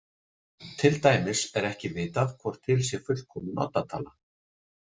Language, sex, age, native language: Icelandic, male, 40-49, Icelandic